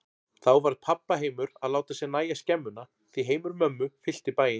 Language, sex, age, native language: Icelandic, male, 40-49, Icelandic